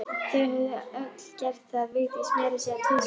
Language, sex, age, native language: Icelandic, female, 11, Icelandic